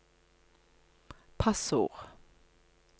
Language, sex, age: Norwegian, female, 57